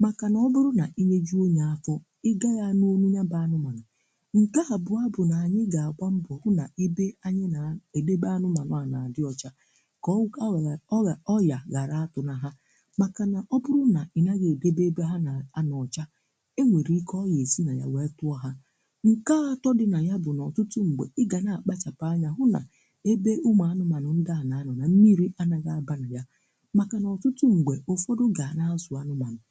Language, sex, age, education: Igbo, female, 60+, tertiary